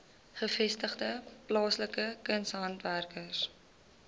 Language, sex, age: Afrikaans, female, 20